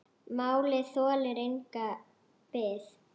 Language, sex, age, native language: Icelandic, female, 9, Icelandic